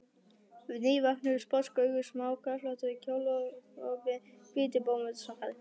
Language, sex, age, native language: Icelandic, female, 11, Icelandic